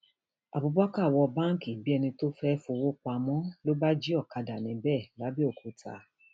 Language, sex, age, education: Yoruba, female, 46-60, tertiary